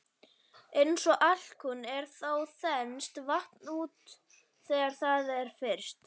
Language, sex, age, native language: Icelandic, male, 40-49, Icelandic